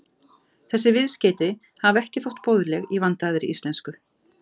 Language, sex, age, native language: Icelandic, female, 50-59, Icelandic